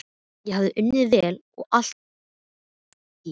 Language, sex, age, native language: Icelandic, male, 12, Icelandic